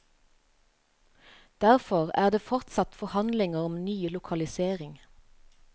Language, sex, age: Norwegian, female, 35